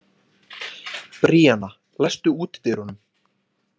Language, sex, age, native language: Icelandic, male, 20-29, Icelandic